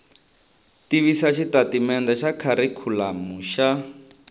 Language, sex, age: Tsonga, male, 25